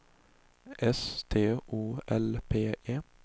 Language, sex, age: Swedish, male, 20